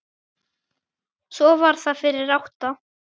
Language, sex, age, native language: Icelandic, male, 9, Icelandic